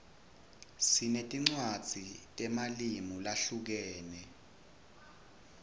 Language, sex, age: Swati, male, 21